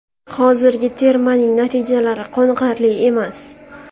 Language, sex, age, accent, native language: Uzbek, female, 18-24, Navoiy, Uzbek